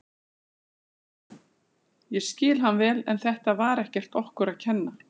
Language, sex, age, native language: Icelandic, female, 40-49, Icelandic